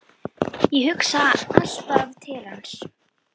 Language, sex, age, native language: Icelandic, female, 10, Icelandic